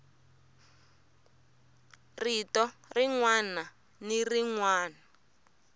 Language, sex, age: Tsonga, female, 24